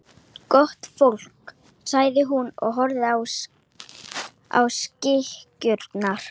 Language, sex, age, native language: Icelandic, female, 12, Icelandic